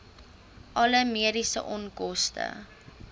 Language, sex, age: Afrikaans, female, 20